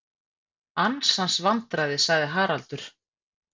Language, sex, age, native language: Icelandic, female, 50-59, Icelandic